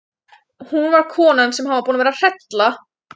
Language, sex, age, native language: Icelandic, female, 20-29, Icelandic